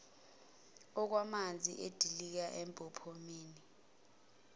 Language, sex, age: Zulu, female, 21